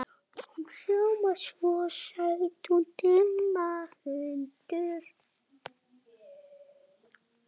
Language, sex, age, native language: Icelandic, male, 8, Icelandic